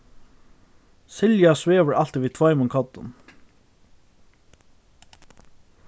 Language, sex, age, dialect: Faroese, male, 15-35, Norðurstreymoy/Eysturoy